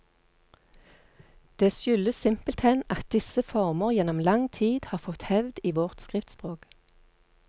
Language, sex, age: Norwegian, female, 48